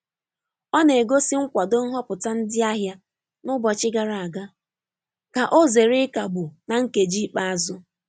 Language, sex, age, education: Igbo, female, 15-29, tertiary